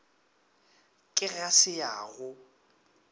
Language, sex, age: Northern Sotho, male, 24